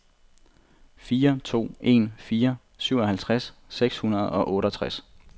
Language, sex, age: Danish, male, 25